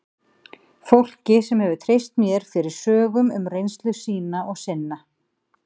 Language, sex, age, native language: Icelandic, female, 50-59, Icelandic